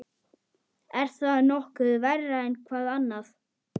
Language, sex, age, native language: Icelandic, male, 11, Icelandic